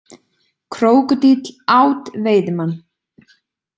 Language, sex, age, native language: Icelandic, female, 20-29, Icelandic